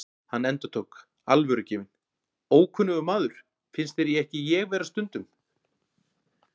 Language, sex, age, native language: Icelandic, male, 40-49, Icelandic